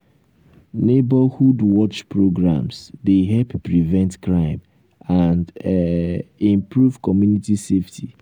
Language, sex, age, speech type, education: Nigerian Pidgin, male, 15-29, spontaneous, tertiary